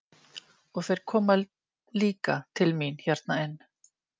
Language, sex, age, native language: Icelandic, female, 50-59, Icelandic